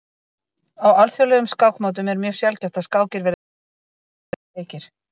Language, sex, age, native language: Icelandic, female, 30-39, Icelandic